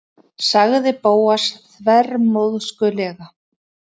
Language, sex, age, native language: Icelandic, female, 30-39, Icelandic